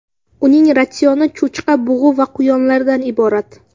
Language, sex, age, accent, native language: Uzbek, female, under 19, Samarqand, Uzbek